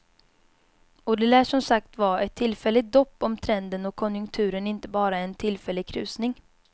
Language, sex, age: Swedish, female, 22